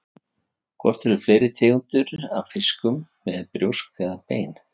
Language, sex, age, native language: Icelandic, male, 50-59, Icelandic